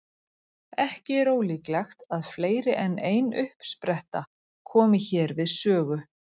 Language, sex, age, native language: Icelandic, female, 40-49, Icelandic